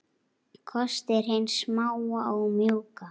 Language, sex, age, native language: Icelandic, female, 8, Icelandic